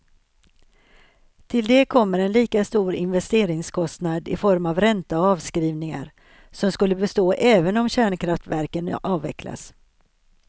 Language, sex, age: Swedish, female, 63